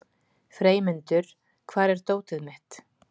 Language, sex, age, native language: Icelandic, female, 40-49, Icelandic